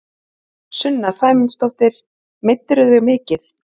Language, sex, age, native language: Icelandic, female, 20-29, Icelandic